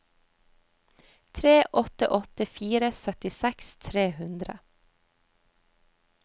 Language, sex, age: Norwegian, female, 30